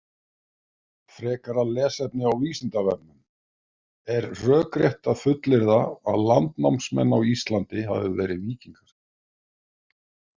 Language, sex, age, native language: Icelandic, male, 50-59, Icelandic